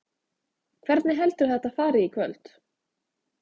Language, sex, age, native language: Icelandic, female, 20-29, Icelandic